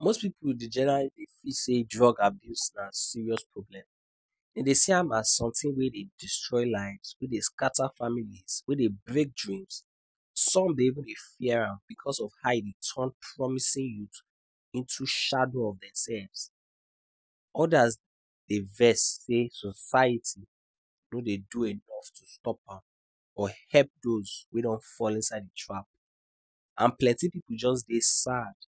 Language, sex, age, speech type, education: Nigerian Pidgin, male, 15-29, spontaneous, tertiary